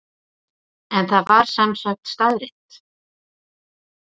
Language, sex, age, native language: Icelandic, female, 40-49, Icelandic